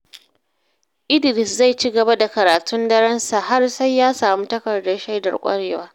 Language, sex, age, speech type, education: Hausa, female, 30-45, read, secondary